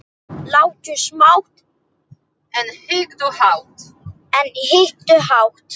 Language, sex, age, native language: Icelandic, female, 7, English